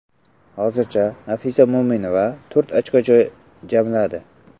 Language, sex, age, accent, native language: Uzbek, male, 12-17, Samarqand, Uzbek